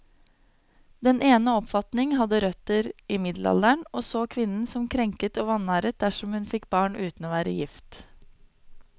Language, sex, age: Norwegian, female, 26